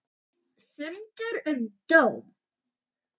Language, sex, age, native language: Icelandic, female, 18-19, Icelandic